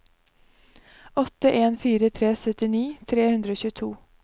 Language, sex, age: Norwegian, female, 23